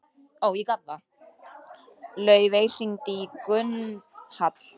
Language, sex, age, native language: Icelandic, female, 18-19, Icelandic